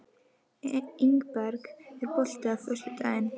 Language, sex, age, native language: Icelandic, female, 12, Icelandic